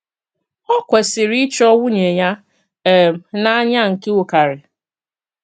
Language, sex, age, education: Igbo, female, 30-45, tertiary